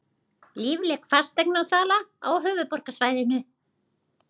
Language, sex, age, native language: Icelandic, female, 40-49, Icelandic